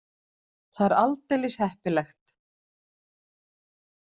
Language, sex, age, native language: Icelandic, female, 50-59, Icelandic